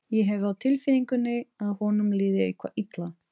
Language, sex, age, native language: Icelandic, female, 30-39, Portuguese